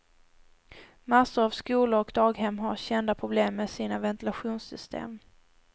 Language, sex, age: Swedish, female, 18